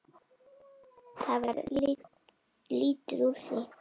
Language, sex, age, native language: Icelandic, female, 9, Icelandic